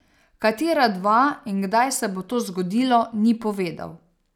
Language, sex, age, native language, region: Slovenian, female, 30-49, Slovenian, Savinja region